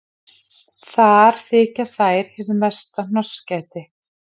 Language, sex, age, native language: Icelandic, female, 40-49, Icelandic